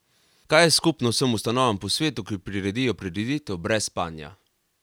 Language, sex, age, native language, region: Slovenian, male, 18-29, Slovenian, Carinthia region